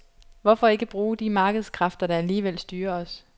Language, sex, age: Danish, female, 25